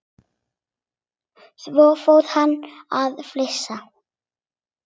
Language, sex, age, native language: Icelandic, other, 8, Icelandic